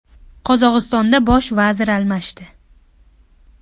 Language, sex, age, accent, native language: Uzbek, female, 18-24, Farg'ona, Uzbek